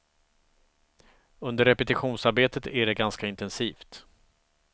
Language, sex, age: Swedish, male, 45